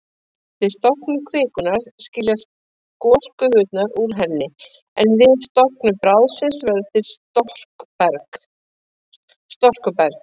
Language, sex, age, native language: Icelandic, female, 50-59, Icelandic